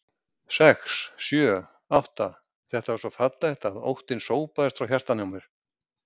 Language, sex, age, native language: Icelandic, male, 60-69, Icelandic